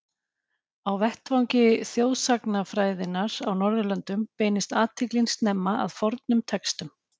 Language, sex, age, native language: Icelandic, female, 40-49, Icelandic